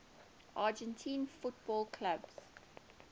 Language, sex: English, female